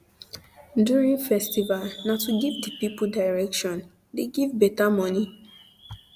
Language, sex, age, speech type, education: Nigerian Pidgin, female, 15-29, spontaneous, tertiary